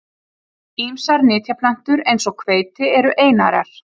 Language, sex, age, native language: Icelandic, female, 30-39, Icelandic